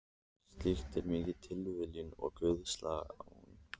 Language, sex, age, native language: Icelandic, male, 30-39, Icelandic